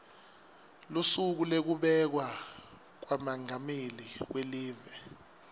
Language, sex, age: Swati, male, 23